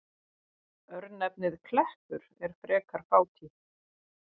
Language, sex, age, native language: Icelandic, female, 50-59, Icelandic